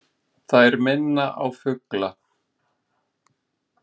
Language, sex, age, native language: Icelandic, male, 20-29, Icelandic